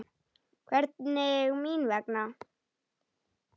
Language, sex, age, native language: Icelandic, male, 9, Icelandic